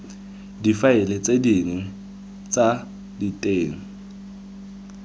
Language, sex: Tswana, male